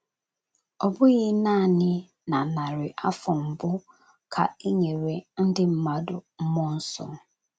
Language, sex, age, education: Igbo, female, 15-29, tertiary